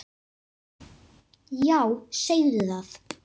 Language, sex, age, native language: Icelandic, male, 8, Icelandic